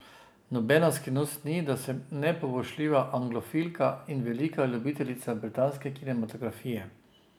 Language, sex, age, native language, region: Slovenian, male, 50-59, Slovenian, Drava region